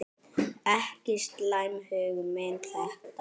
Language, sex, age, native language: Icelandic, male, 10, Icelandic